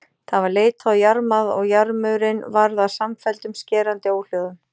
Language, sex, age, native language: Icelandic, female, 40-49, Icelandic